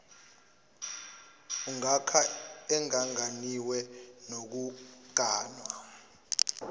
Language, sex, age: Zulu, male, 24